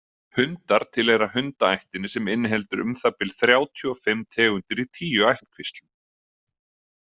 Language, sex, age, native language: Icelandic, male, 30-39, Icelandic